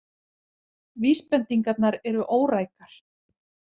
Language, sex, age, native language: Icelandic, female, 40-49, Icelandic